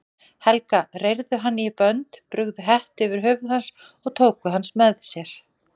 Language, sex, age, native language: Icelandic, female, 40-49, Icelandic